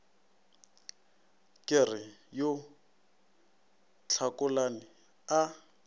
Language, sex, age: Northern Sotho, male, 19